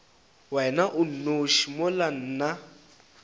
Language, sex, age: Northern Sotho, male, 19